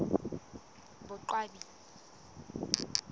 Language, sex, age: Southern Sotho, female, 19